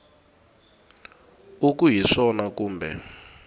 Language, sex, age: Tsonga, male, 18